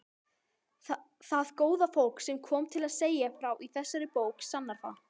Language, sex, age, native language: Icelandic, female, 18-19, Icelandic